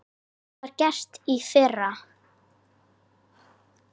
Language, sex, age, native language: Icelandic, female, 10, Icelandic